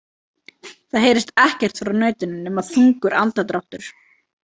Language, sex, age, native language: Icelandic, female, 30-39, Icelandic